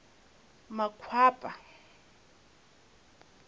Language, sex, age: Tsonga, female, 20